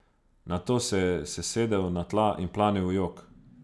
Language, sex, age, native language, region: Slovenian, male, 30-49, Slovenian, Savinja region